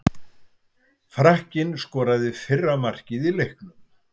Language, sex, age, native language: Icelandic, male, 70-79, Icelandic